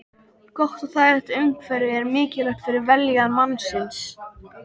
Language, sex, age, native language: Icelandic, male, 13, Icelandic